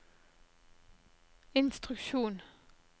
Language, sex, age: Norwegian, female, 37